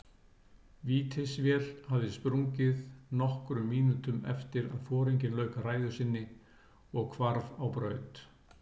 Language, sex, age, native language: Icelandic, male, 60-69, Icelandic